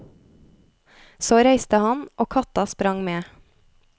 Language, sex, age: Norwegian, female, 33